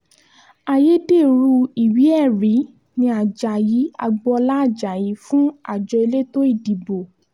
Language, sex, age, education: Yoruba, female, 15-29, tertiary